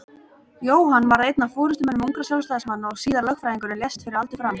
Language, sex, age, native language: Icelandic, female, 30-39, Icelandic